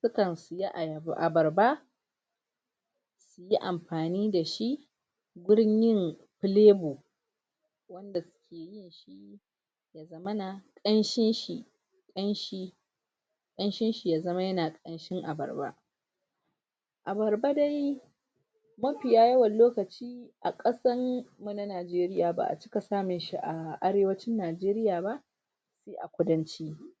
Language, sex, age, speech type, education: Hausa, female, 46-60, spontaneous, tertiary